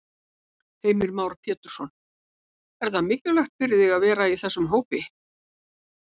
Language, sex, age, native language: Icelandic, female, 70-79, Icelandic